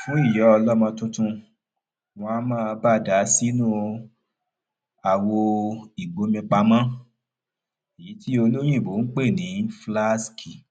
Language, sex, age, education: Yoruba, male, 30-45, primary